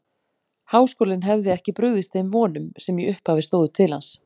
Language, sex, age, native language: Icelandic, female, 40-49, Icelandic